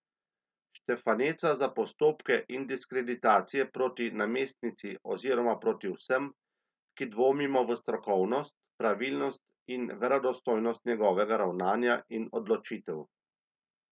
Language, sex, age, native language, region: Slovenian, male, 30-49, Slovenian, Central Slovenia